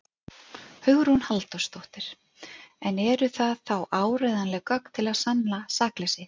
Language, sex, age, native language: Icelandic, female, 40-49, Icelandic